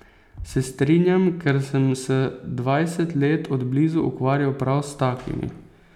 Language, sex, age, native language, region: Slovenian, male, 18-29, Slovenian, Posavska region